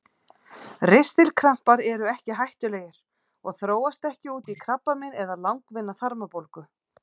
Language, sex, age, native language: Icelandic, female, 40-49, Icelandic